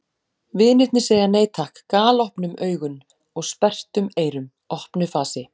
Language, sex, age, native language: Icelandic, female, 40-49, Icelandic